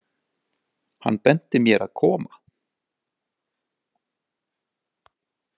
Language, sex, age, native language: Icelandic, male, 40-49, Icelandic